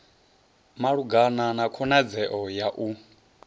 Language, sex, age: Venda, male, 30